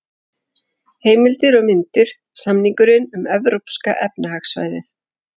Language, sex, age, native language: Icelandic, female, 40-49, Icelandic